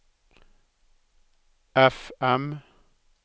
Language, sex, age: Norwegian, male, 63